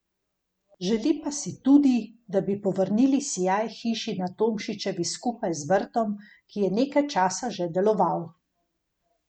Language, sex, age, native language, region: Slovenian, female, 50-59, Slovenian, Gorenjska region